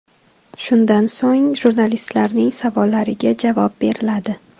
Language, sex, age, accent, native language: Uzbek, female, 18-24, Toshkent viloyati, Tajik